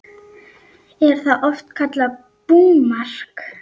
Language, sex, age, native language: Icelandic, female, 9, Icelandic